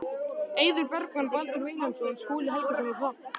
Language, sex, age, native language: Icelandic, male, 13, Icelandic